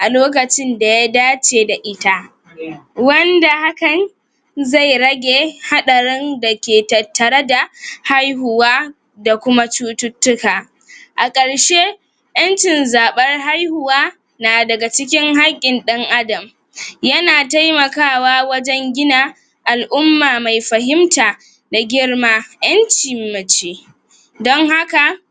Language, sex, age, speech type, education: Hausa, female, 46-60, spontaneous, tertiary